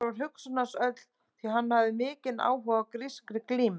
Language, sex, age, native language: Icelandic, female, 30-39, Icelandic